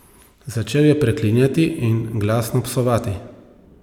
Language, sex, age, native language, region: Slovenian, male, 30-49, Slovenian, Savinja region